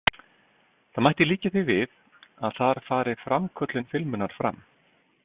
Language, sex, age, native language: Icelandic, male, 50-59, Icelandic